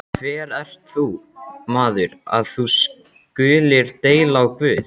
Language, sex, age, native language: Icelandic, male, 12, Icelandic